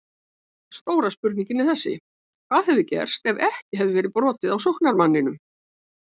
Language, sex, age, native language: Icelandic, female, 70-79, Icelandic